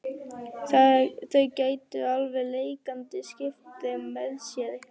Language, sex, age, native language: Icelandic, female, 11, Icelandic